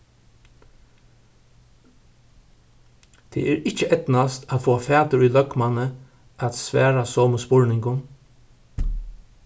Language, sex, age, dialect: Faroese, male, 61+, Suðurstreymoy